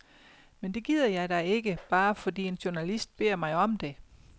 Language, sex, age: Danish, female, 50